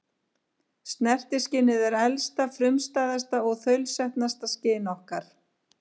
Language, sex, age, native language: Icelandic, female, 50-59, Icelandic